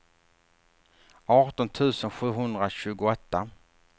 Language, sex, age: Swedish, male, 48